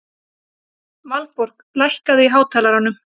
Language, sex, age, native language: Icelandic, female, 30-39, Icelandic